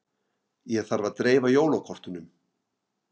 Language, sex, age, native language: Icelandic, male, 50-59, Icelandic